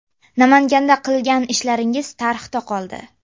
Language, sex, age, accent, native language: Uzbek, female, under 19, Namangan, Uzbek